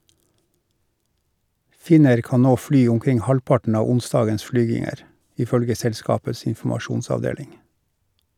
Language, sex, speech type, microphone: Norwegian, male, read, Shure